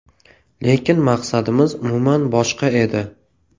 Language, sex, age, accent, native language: Uzbek, male, 18-24, Toshkent viloyati, Uzbek